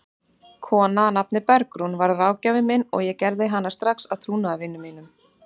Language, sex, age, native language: Icelandic, female, 30-39, Icelandic